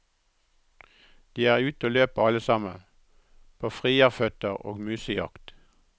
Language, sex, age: Norwegian, male, 63